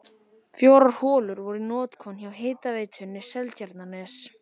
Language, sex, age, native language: Icelandic, male, 14, Icelandic